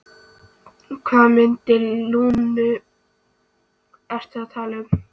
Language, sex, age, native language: Icelandic, female, 13, Icelandic